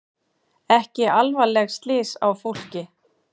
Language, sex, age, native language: Icelandic, female, 40-49, Icelandic